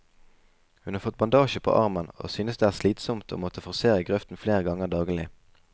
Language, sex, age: Norwegian, male, 20